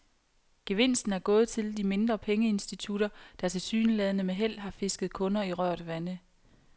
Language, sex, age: Danish, female, 28